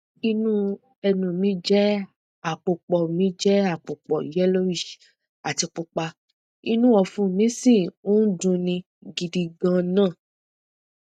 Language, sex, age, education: Yoruba, female, 30-45, tertiary